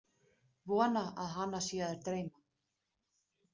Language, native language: Icelandic, Danish